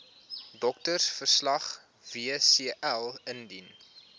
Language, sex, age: Afrikaans, male, 21